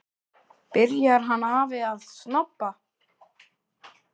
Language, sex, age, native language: Icelandic, male, 10, Icelandic